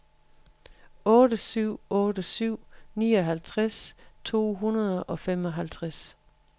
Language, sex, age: Danish, female, 43